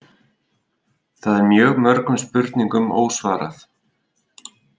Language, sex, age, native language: Icelandic, male, 30-39, Icelandic